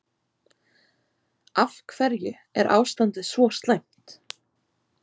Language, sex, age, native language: Icelandic, female, 20-29, Icelandic